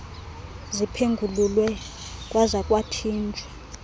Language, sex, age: Xhosa, female, 32